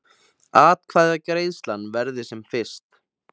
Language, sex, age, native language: Icelandic, male, 20-29, Icelandic